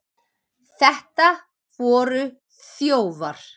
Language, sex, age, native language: Icelandic, male, 7, Icelandic